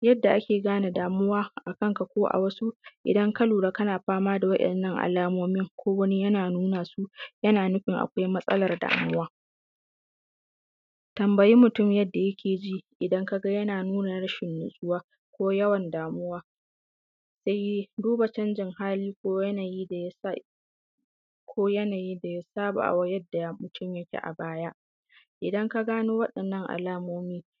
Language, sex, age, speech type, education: Hausa, female, 15-29, spontaneous, secondary